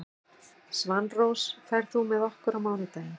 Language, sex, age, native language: Icelandic, female, 60-69, Icelandic